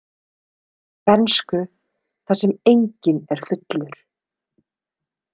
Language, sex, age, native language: Icelandic, female, 30-39, Icelandic